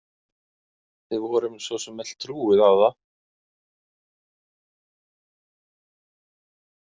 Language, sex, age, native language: Icelandic, male, 40-49, Icelandic